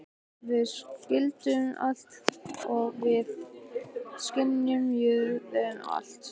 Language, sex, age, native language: Icelandic, male, 15, Icelandic